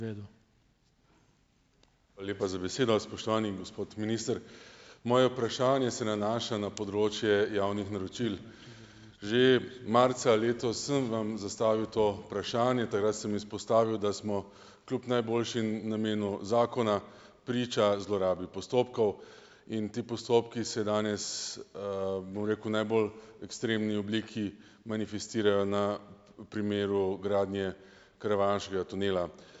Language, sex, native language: Slovenian, male, Slovenian